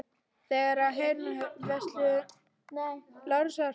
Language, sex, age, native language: Icelandic, female, 12, Icelandic